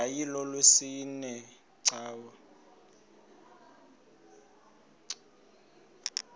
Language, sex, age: Xhosa, male, 20